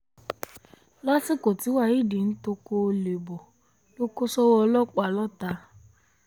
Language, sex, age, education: Yoruba, female, 15-29, tertiary